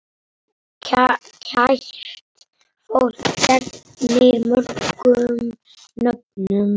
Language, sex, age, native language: Icelandic, male, 8, Icelandic